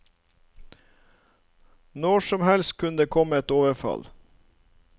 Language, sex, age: Norwegian, male, 39